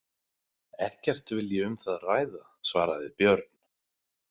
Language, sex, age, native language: Icelandic, male, 20-29, Icelandic